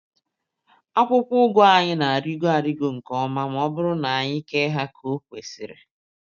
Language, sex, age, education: Igbo, female, 30-45, tertiary